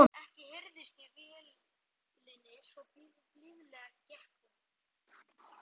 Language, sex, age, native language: Icelandic, male, 11, Icelandic